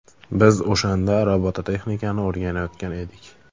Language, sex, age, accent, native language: Uzbek, male, 18-24, Farg'ona, Uzbek